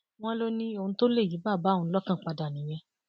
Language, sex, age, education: Yoruba, female, 30-45, tertiary